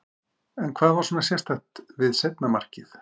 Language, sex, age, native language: Icelandic, male, 50-59, Icelandic